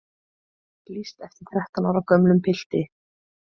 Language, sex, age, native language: Icelandic, female, 20-29, Icelandic